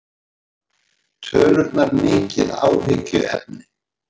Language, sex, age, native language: Icelandic, male, 40-49, Icelandic